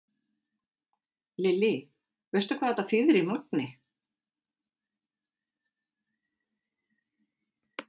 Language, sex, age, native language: Icelandic, female, 50-59, Icelandic